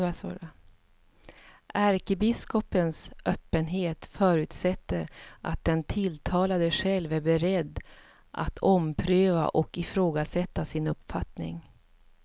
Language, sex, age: Swedish, female, 54